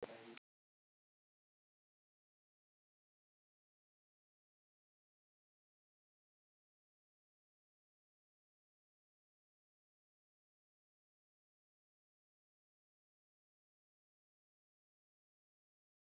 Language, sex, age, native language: Icelandic, female, 15, Icelandic